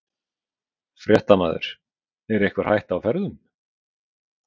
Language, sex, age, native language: Icelandic, male, 40-49, Icelandic